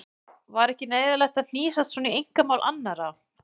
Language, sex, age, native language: Icelandic, male, 11, Icelandic